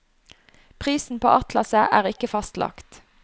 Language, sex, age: Norwegian, female, 29